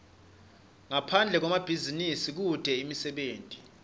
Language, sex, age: Swati, male, 25